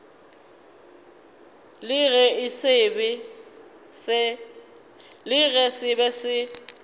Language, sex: Northern Sotho, female